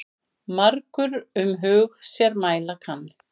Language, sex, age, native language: Icelandic, female, 50-59, Icelandic